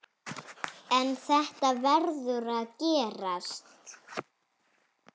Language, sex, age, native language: Icelandic, female, 7, Icelandic